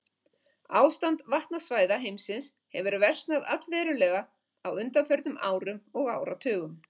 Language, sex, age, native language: Icelandic, female, 50-59, Icelandic